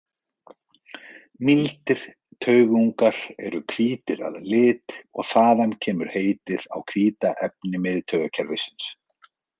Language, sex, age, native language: Icelandic, male, 40-49, Icelandic